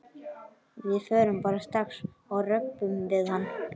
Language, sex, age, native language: Icelandic, male, 12, Icelandic